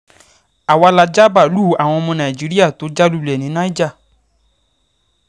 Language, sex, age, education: Yoruba, male, 15-29, secondary